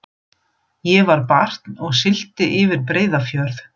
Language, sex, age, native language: Icelandic, female, 40-49, German